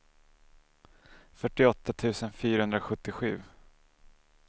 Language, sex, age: Swedish, male, 27